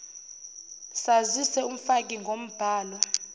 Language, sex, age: Zulu, female, 29